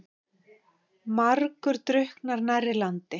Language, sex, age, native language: Icelandic, female, 50-59, Icelandic